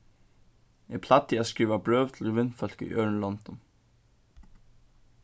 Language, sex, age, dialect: Faroese, male, 15-35, Suðurstreymoy